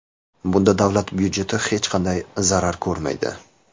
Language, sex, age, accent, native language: Uzbek, male, 18-24, Jizzax, Uzbek